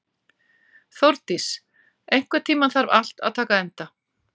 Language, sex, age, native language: Icelandic, female, 40-49, Icelandic